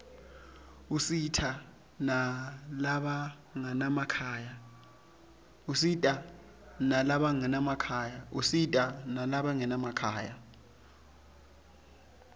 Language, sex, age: Swati, male, 23